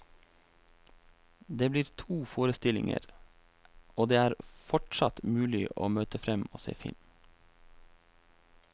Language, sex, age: Norwegian, male, 28